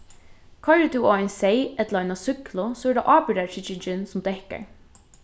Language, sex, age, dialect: Faroese, female, 15-35, Norðurstreymoy/Eysturoy